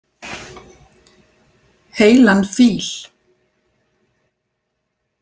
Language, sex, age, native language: Icelandic, female, 40-49, Icelandic